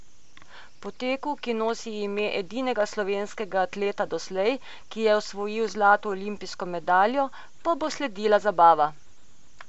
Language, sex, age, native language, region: Slovenian, female, 50-59, Slovenian, Coastal Karst region